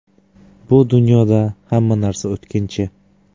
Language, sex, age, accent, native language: Uzbek, male, 18-24, Samarqand, Uzbek